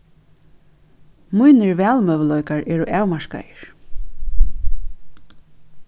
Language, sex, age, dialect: Faroese, female, 36-60, Norðuroyggjar